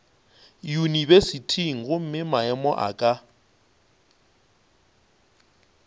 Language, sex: Northern Sotho, male